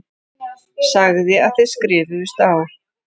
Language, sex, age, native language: Icelandic, female, 40-49, Icelandic